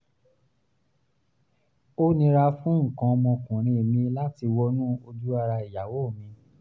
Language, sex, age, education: Yoruba, male, 15-29, tertiary